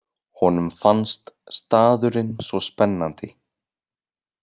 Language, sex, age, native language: Icelandic, male, 20-29, Icelandic